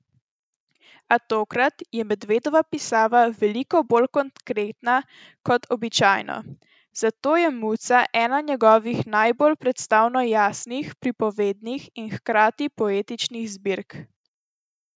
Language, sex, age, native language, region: Slovenian, female, 12-17, Slovenian, Central Slovenia